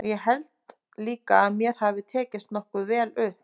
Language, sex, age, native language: Icelandic, female, 30-39, Icelandic